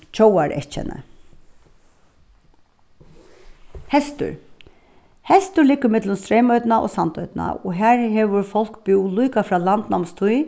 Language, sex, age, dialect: Faroese, female, 36-60, Suðuroy